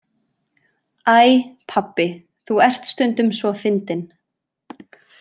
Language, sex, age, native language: Icelandic, female, 20-29, Icelandic